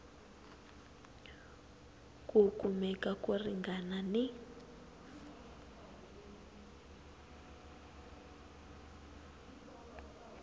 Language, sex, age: Tsonga, female, 19